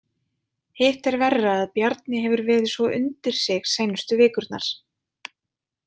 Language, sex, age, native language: Icelandic, female, 20-29, Icelandic